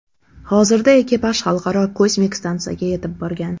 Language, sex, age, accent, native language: Uzbek, female, 18-24, Andijon, Uzbek